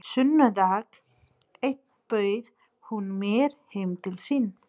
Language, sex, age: Icelandic, female, 30-39